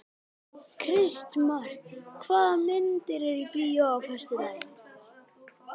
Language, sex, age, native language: Icelandic, male, 12, Icelandic